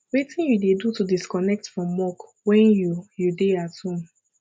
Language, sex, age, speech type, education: Nigerian Pidgin, female, 15-29, spontaneous, tertiary